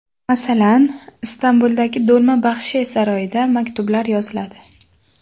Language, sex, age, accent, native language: Uzbek, female, 18-24, Qashqadaryo, Uzbek